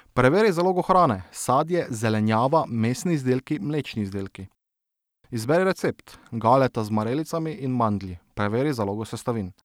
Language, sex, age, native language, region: Slovenian, male, 18-29, Slovenian, Drava region